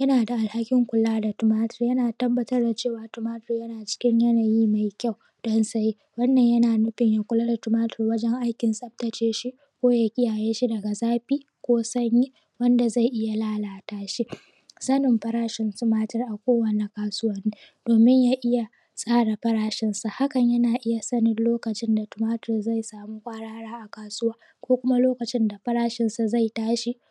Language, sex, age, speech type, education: Hausa, female, 15-29, spontaneous, primary